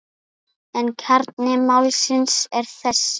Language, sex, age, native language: Icelandic, female, 8, Icelandic